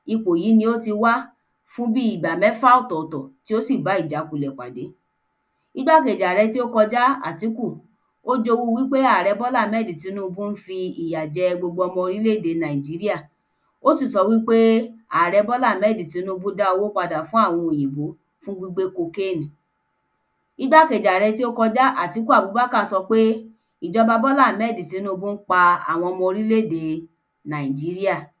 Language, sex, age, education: Yoruba, female, 15-29, tertiary